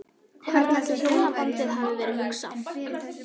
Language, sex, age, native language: Icelandic, female, 11, Icelandic